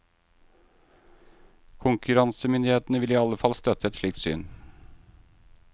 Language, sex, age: Norwegian, male, 38